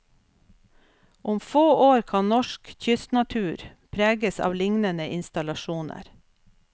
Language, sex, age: Norwegian, female, 47